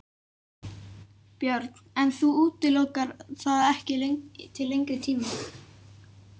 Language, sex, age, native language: Icelandic, male, 11, Icelandic